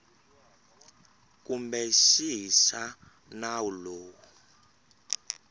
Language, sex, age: Tsonga, male, 22